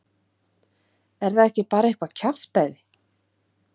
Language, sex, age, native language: Icelandic, female, 50-59, Icelandic